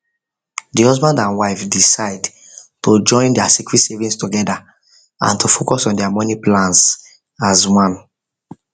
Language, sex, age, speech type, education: Nigerian Pidgin, male, 15-29, spontaneous, tertiary